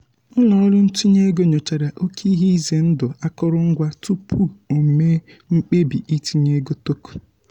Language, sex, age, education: Igbo, male, 15-29, tertiary